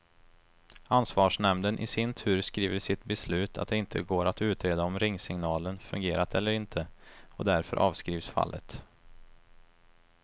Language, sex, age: Swedish, male, 23